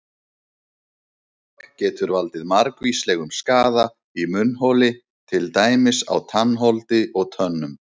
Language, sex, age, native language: Icelandic, male, 30-39, Icelandic